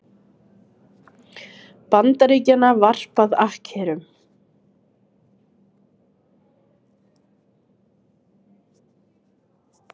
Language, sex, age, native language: Icelandic, female, 30-39, Icelandic